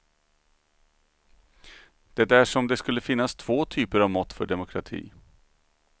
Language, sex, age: Swedish, male, 39